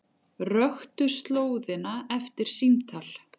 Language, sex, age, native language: Icelandic, female, 40-49, Icelandic